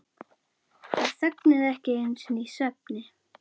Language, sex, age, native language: Icelandic, female, 11, Icelandic